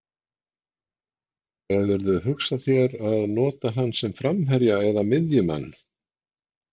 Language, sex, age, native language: Icelandic, male, 60-69, Icelandic